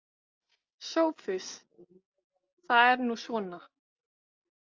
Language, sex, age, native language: Icelandic, female, 18-19, Icelandic